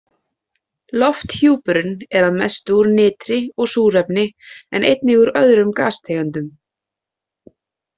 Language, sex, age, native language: Icelandic, female, 30-39, Icelandic